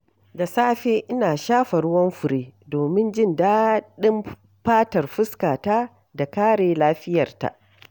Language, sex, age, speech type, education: Hausa, female, 46-60, read, tertiary